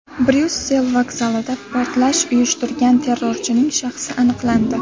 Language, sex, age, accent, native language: Uzbek, female, under 19, Xorazm, Uzbek